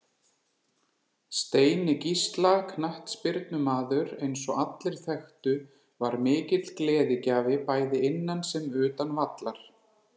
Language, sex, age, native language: Icelandic, male, 40-49, Icelandic